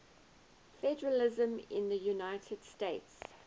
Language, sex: English, female